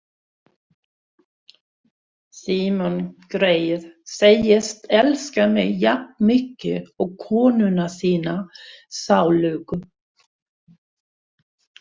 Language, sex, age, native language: Icelandic, female, 60-69, Swedish